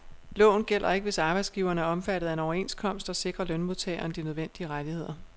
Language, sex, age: Danish, female, 36